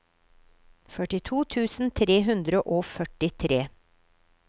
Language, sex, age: Norwegian, female, 53